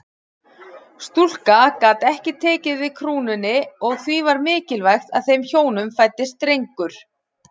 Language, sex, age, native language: Icelandic, female, 40-49, Icelandic